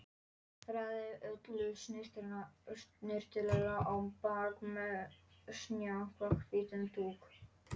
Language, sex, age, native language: Icelandic, male, 11, Polish